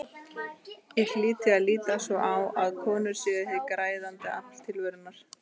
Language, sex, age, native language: Icelandic, female, 30-39, Icelandic